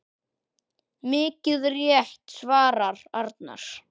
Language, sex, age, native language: Icelandic, male, 10, Icelandic